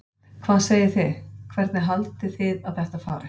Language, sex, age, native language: Icelandic, female, 50-59, Icelandic